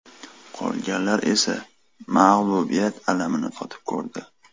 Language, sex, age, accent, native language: Uzbek, male, 18-24, Toshkent shahri, Uzbek